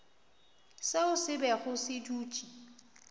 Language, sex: Northern Sotho, female